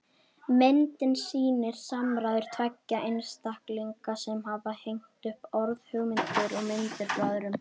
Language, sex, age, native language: Icelandic, female, 21, Icelandic